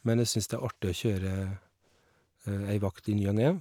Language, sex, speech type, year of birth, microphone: Norwegian, male, spontaneous, 1981, Shure